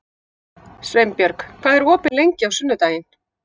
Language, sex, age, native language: Icelandic, female, 50-59, Icelandic